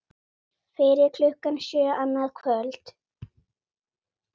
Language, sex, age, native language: Icelandic, female, 9, Icelandic